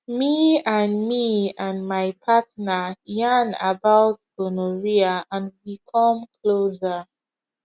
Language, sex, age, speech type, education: Nigerian Pidgin, female, 15-29, spontaneous, tertiary